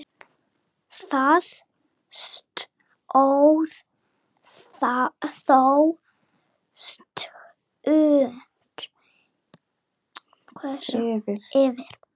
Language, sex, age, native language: Icelandic, female, 9, Icelandic